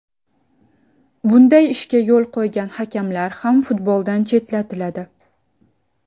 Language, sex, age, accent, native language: Uzbek, female, 19-29, Samarqand, Uzbek